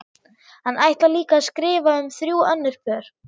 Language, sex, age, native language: Icelandic, female, 11, German